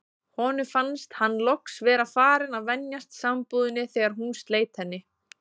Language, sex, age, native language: Icelandic, female, 20-29, Icelandic